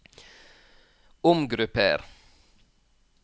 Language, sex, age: Norwegian, male, 46